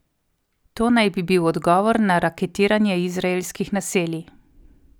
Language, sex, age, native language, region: Slovenian, female, 30-49, Slovenian, Coastal Karst region